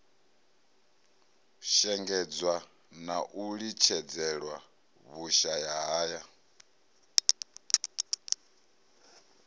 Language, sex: Venda, male